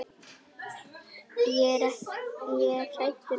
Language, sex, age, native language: Icelandic, female, 10, Icelandic